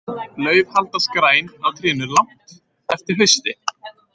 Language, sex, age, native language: Icelandic, male, 20-29, Icelandic